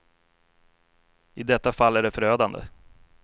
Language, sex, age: Swedish, male, 33